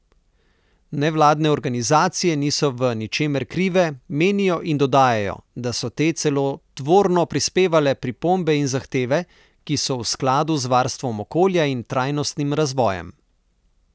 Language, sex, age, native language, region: Slovenian, male, 30-49, Slovenian, Southeast Slovenia